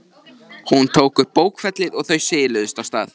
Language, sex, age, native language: Icelandic, male, 13, Icelandic